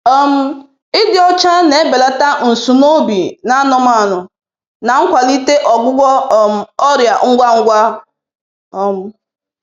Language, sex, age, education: Igbo, female, 15-29, tertiary